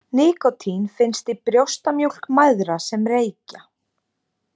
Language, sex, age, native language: Icelandic, female, 20-29, Icelandic